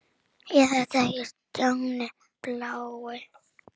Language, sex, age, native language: Icelandic, female, 7, Icelandic